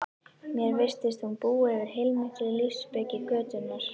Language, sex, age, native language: Icelandic, female, 11, Icelandic